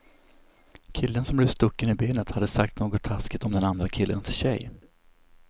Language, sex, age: Swedish, male, 27